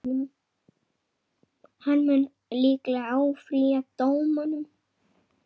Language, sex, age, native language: Icelandic, male, 8, Icelandic